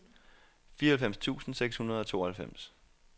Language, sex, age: Danish, male, 28